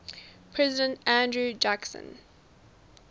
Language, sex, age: English, female, 19